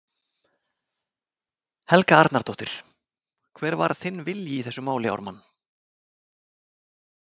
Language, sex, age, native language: Icelandic, male, 40-49, Icelandic